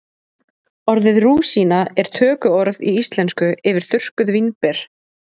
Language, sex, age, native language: Icelandic, female, 20-29, Icelandic